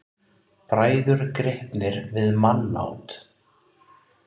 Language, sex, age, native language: Icelandic, male, 30-39, Icelandic